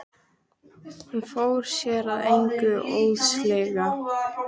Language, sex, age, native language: Icelandic, female, 13, Icelandic